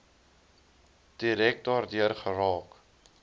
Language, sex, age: Afrikaans, male, 20